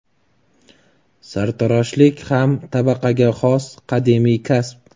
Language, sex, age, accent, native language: Uzbek, male, 25-34, Jizzax, Uzbek